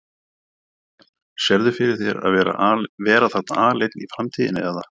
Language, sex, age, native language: Icelandic, male, 40-49, Icelandic